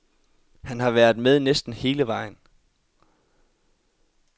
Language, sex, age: Danish, male, 22